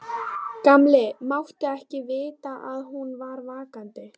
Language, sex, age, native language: Icelandic, female, 11, Icelandic